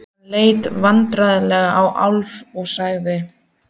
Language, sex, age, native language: Icelandic, female, 14, Icelandic